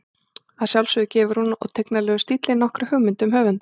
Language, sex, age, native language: Icelandic, female, 40-49, Icelandic